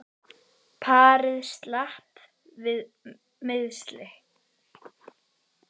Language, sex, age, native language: Icelandic, male, 30-39, Icelandic